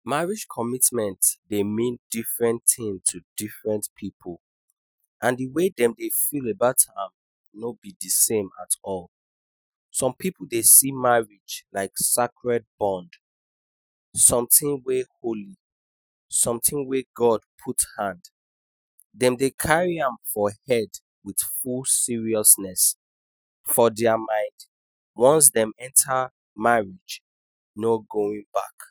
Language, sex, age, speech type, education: Nigerian Pidgin, male, 15-29, spontaneous, tertiary